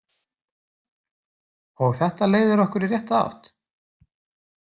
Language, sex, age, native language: Icelandic, male, 30-39, Icelandic